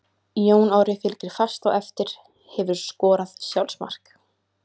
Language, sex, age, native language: Icelandic, female, 20-29, Icelandic